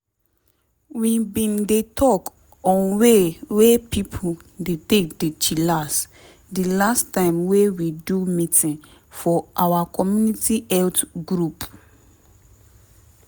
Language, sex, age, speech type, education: Nigerian Pidgin, female, 15-29, spontaneous, tertiary